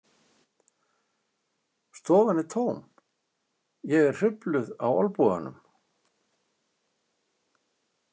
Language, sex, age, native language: Icelandic, male, 60-69, Icelandic